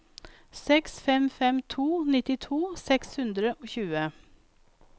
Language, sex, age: Norwegian, female, 42